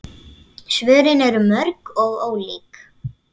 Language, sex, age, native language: Icelandic, female, 9, Icelandic